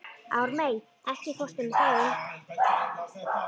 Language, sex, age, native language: Icelandic, female, 11, Icelandic